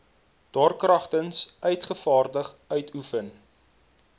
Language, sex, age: Afrikaans, male, 22